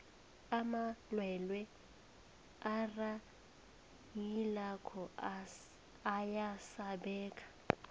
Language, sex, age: South Ndebele, female, 20